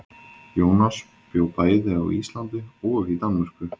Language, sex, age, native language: Icelandic, male, 20-29, Icelandic